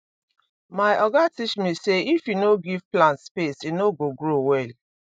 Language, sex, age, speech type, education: Nigerian Pidgin, female, 30-45, spontaneous, tertiary